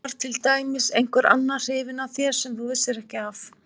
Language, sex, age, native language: Icelandic, female, 50-59, Icelandic